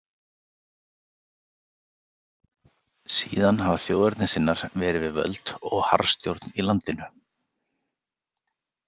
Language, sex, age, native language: Icelandic, male, 40-49, Icelandic